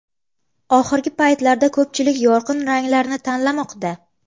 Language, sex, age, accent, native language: Uzbek, female, 18-24, Namangan, Uzbek